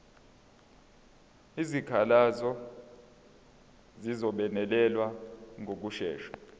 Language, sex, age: Zulu, male, 22